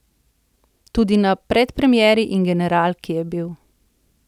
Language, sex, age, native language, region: Slovenian, female, 30-49, Slovenian, Central Slovenia